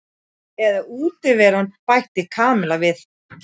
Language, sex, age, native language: Icelandic, female, 40-49, Icelandic